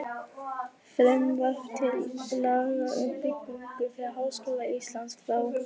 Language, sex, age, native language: Icelandic, female, 11, Icelandic